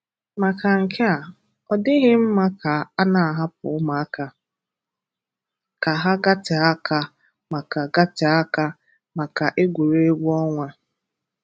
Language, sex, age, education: Igbo, female, 15-29, tertiary